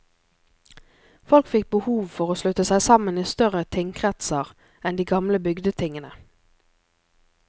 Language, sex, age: Norwegian, female, 24